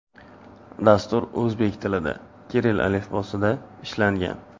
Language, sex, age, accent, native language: Uzbek, male, 18-24, Navoiy, Uzbek